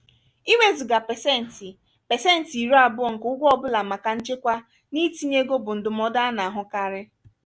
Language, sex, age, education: Igbo, female, 15-29, tertiary